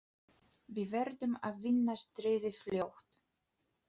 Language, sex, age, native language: Icelandic, female, 30-39, Polish